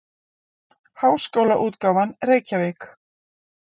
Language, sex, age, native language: Icelandic, female, 40-49, Icelandic